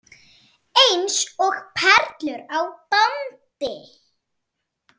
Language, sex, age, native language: Icelandic, female, 7, Icelandic